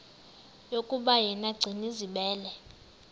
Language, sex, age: Xhosa, male, 19